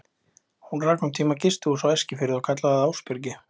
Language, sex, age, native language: Icelandic, male, 20-29, Icelandic